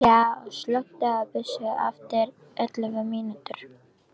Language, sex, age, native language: Icelandic, female, 14, Icelandic